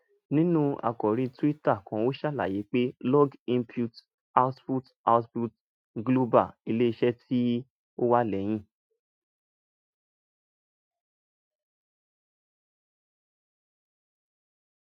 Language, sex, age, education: Yoruba, male, 15-29, tertiary